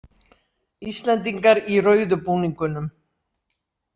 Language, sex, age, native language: Icelandic, female, 60-69, Icelandic